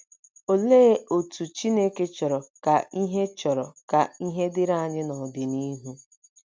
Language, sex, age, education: Igbo, female, 30-45, tertiary